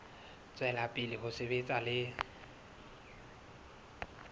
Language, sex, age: Southern Sotho, male, 22